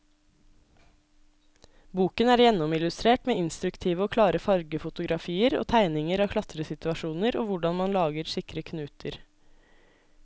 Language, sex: Norwegian, female